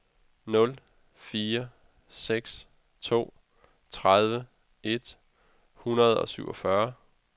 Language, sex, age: Danish, male, 32